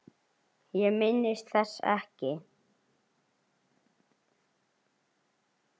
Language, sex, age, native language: Icelandic, male, 9, Icelandic